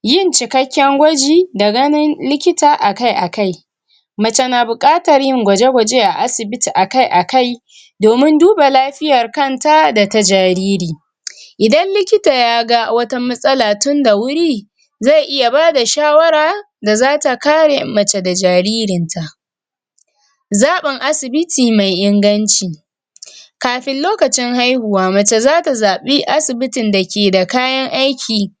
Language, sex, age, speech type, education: Hausa, female, 46-60, spontaneous, tertiary